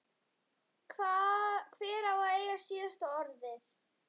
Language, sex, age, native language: Icelandic, female, 11, Icelandic